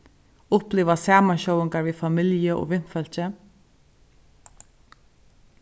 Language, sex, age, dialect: Faroese, female, 36-60, Suðurstreymoy